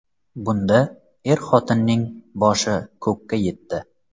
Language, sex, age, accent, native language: Uzbek, male, 25-34, Samarqand, Uzbek